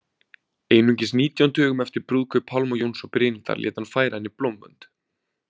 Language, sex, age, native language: Icelandic, male, 20-29, Icelandic